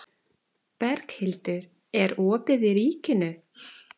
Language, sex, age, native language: Icelandic, female, 14, Icelandic